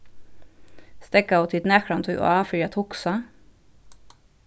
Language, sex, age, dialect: Faroese, female, 36-60, Vágar